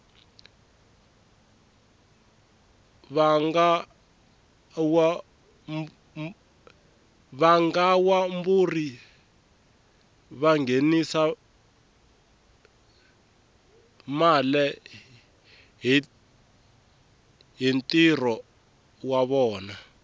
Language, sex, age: Tsonga, male, 24